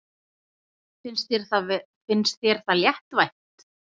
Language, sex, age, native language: Icelandic, female, 11, Icelandic